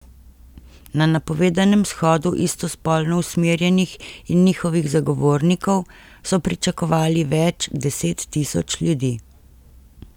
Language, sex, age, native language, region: Slovenian, female, 50-59, Slovenian, Central Slovenia